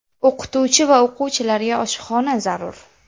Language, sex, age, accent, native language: Uzbek, female, under 19, Namangan, Uzbek